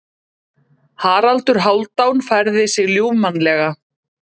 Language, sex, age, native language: Icelandic, female, 30-39, Icelandic